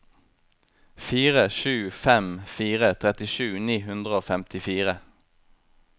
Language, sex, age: Norwegian, male, 23